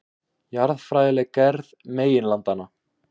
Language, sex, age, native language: Icelandic, male, 18-19, Icelandic